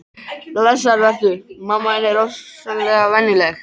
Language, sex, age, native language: Icelandic, male, 13, Icelandic